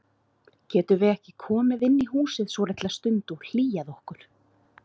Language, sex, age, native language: Icelandic, female, 30-39, Icelandic